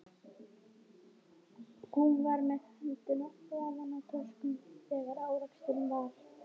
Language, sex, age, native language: Icelandic, female, 18-19, Swedish